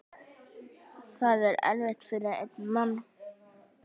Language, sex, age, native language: Icelandic, male, 11, Icelandic